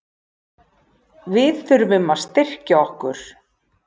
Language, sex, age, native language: Icelandic, female, 40-49, Icelandic